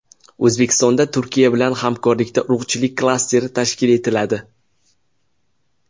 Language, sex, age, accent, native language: Uzbek, male, 19-29, Jizzax, Uzbek